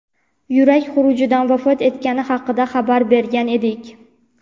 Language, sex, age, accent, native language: Uzbek, female, 18-24, Navoiy, Uzbek